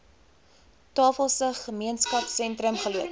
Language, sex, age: Afrikaans, female, 20